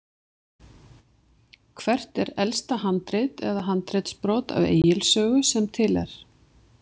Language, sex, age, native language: Icelandic, female, 50-59, Icelandic